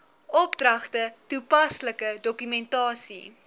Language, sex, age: Afrikaans, female, 19